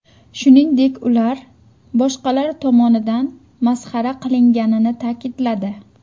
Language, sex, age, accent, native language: Uzbek, female, 19-29, Surxondaryo, Uzbek